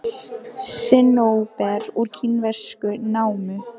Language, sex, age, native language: Icelandic, female, 18-19, Icelandic